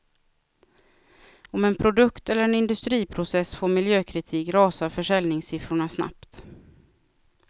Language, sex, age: Swedish, female, 36